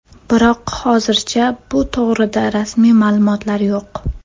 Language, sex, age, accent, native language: Uzbek, female, 12-17, Namangan, Uzbek